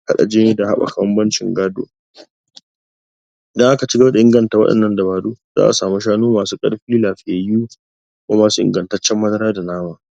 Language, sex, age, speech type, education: Hausa, male, 46-60, spontaneous, tertiary